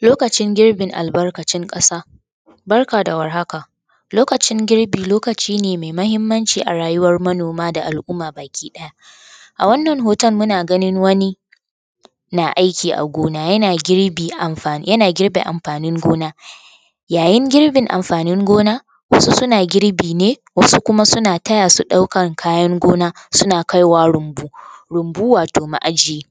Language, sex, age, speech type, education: Hausa, female, 15-29, spontaneous, tertiary